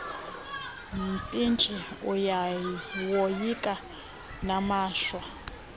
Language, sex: Xhosa, female